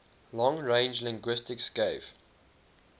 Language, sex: English, male